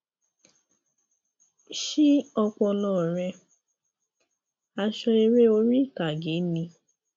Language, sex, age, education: Yoruba, female, 15-29, tertiary